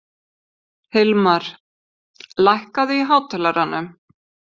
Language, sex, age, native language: Icelandic, female, 50-59, Icelandic